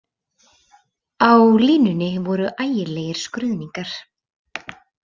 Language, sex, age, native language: Icelandic, female, 30-39, Icelandic